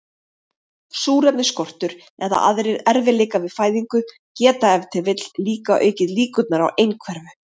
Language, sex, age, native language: Icelandic, female, 30-39, Icelandic